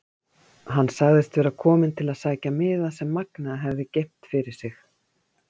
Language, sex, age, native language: Icelandic, female, 50-59, Icelandic